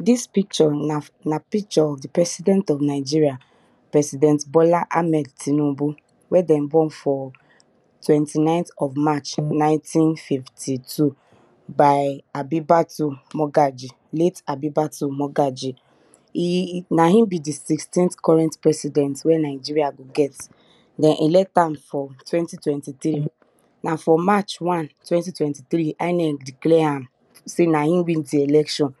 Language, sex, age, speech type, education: Nigerian Pidgin, female, 30-45, spontaneous, tertiary